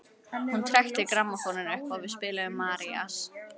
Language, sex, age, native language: Icelandic, female, 11, Icelandic